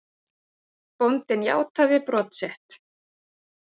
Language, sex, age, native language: Icelandic, female, 30-39, Icelandic